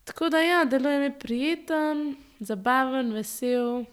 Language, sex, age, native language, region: Slovenian, female, 18-29, Slovenian, Central Slovenia